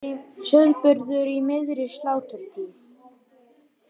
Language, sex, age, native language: Icelandic, male, 18-19, Icelandic